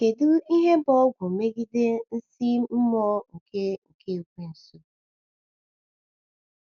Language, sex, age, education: Igbo, female, 15-29, tertiary